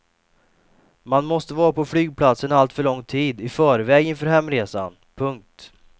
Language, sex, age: Swedish, male, 28